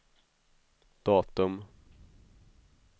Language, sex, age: Swedish, male, 21